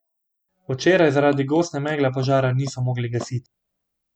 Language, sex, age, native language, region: Slovenian, male, 18-29, Slovenian, Gorenjska region